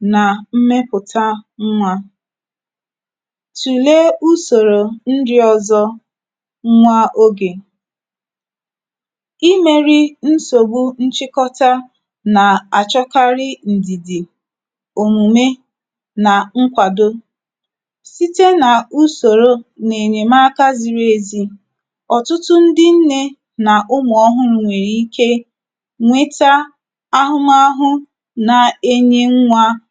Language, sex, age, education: Igbo, female, 30-45, tertiary